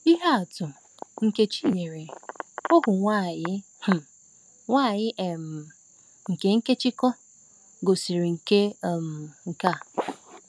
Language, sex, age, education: Igbo, female, 15-29, tertiary